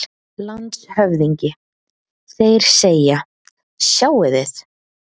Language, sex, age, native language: Icelandic, female, 30-39, Icelandic